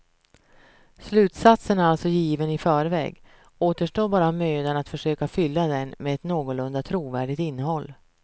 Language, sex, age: Swedish, female, 48